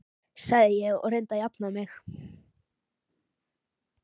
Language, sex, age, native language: Icelandic, female, 13, Icelandic